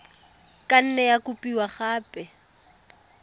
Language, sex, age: Tswana, female, 18